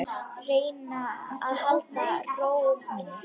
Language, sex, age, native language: Icelandic, female, 10, Icelandic